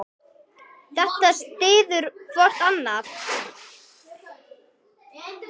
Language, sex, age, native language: Icelandic, female, 8, Icelandic